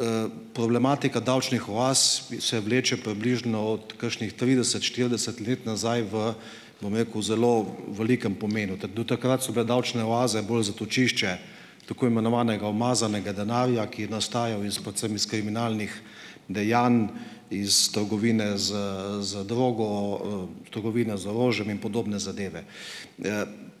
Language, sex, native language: Slovenian, male, Slovenian